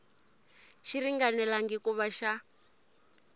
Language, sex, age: Tsonga, female, 20